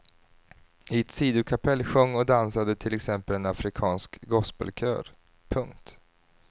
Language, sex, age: Swedish, male, 30